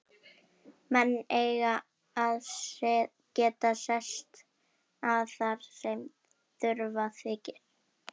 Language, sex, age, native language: Icelandic, female, 11, Icelandic